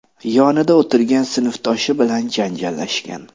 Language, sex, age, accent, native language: Uzbek, male, 25-34, Namangan, Uzbek